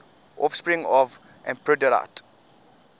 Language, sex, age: English, male, 20